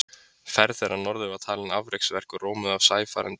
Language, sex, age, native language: Icelandic, male, 20-29, Icelandic